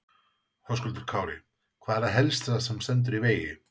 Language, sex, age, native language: Icelandic, male, 40-49, Icelandic